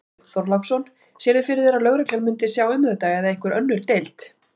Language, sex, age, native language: Icelandic, female, 40-49, Icelandic